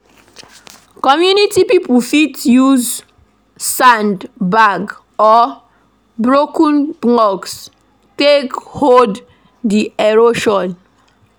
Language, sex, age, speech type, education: Nigerian Pidgin, female, 15-29, read, primary